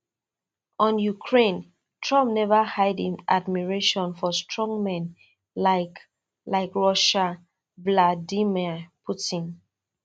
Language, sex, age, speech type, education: Nigerian Pidgin, female, 30-45, spontaneous, tertiary